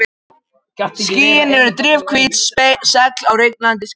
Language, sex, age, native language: Icelandic, male, 18-19, Japanese